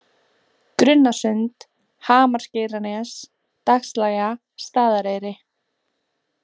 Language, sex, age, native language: Icelandic, female, 18-19, Icelandic